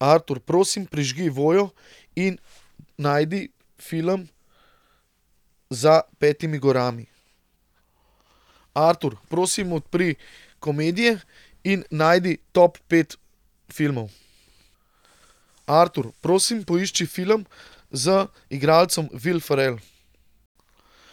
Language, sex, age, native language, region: Slovenian, male, 30-49, Slovenian, Central Slovenia